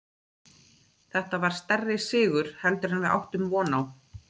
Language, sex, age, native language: Icelandic, female, 30-39, Icelandic